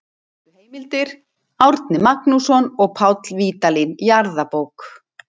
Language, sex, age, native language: Icelandic, female, 60-69, Icelandic